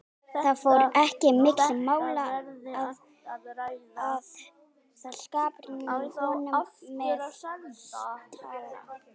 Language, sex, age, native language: Icelandic, female, 18-19, Icelandic